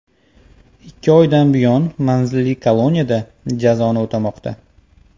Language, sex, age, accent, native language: Uzbek, male, 25-34, Toshkent viloyati, Uzbek